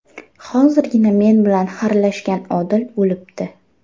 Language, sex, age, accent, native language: Uzbek, female, 18-24, Farg'ona, Uzbek